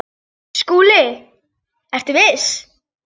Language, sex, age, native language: Icelandic, female, 8, Icelandic